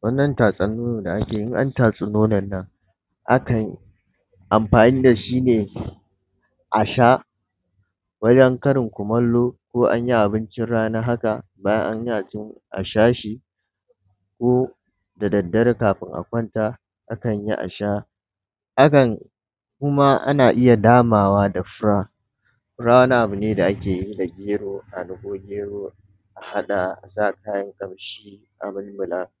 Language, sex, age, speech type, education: Hausa, male, 15-29, spontaneous, tertiary